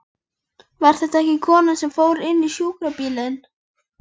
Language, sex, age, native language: Icelandic, female, 11, Icelandic